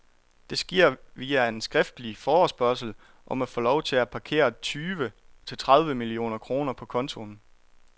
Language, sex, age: Danish, male, 23